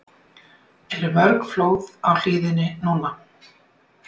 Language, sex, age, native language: Icelandic, female, 60-69, Icelandic